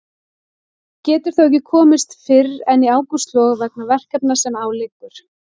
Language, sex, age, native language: Icelandic, female, 40-49, Icelandic